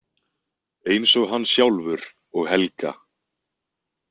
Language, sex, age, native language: Icelandic, male, 20-29, Icelandic